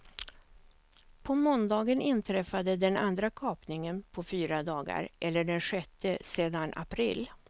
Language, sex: Swedish, female